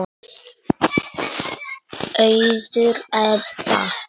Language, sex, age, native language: Icelandic, male, 9, Icelandic